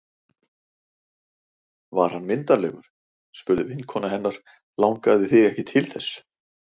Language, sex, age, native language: Icelandic, male, 40-49, Icelandic